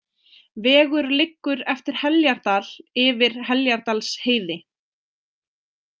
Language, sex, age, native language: Icelandic, female, 20-29, Icelandic